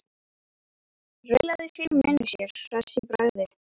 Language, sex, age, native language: Icelandic, female, 12, Icelandic